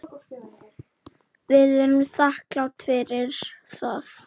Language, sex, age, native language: Icelandic, male, 7, Icelandic